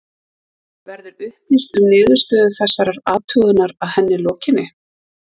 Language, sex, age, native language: Icelandic, female, 30-39, Icelandic